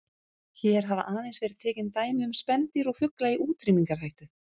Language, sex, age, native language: Icelandic, female, 30-39, Icelandic